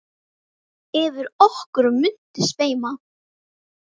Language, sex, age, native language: Icelandic, female, 10, Icelandic